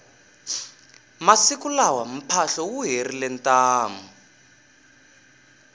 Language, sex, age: Tsonga, male, 20